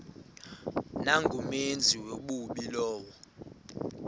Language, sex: Xhosa, male